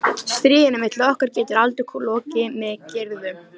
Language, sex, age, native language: Icelandic, female, 13, Icelandic